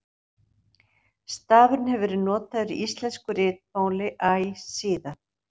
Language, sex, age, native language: Icelandic, female, 60-69, Icelandic